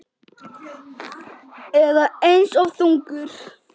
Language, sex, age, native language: Icelandic, male, 9, Icelandic